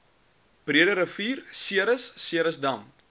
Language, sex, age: Afrikaans, male, 23